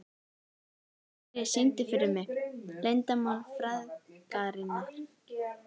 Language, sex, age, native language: Icelandic, female, 18-19, Icelandic